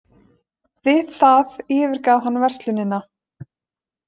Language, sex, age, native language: Icelandic, female, 20-29, Icelandic